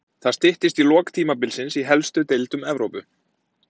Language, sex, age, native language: Icelandic, male, 30-39, Icelandic